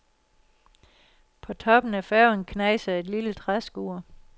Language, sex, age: Danish, female, 60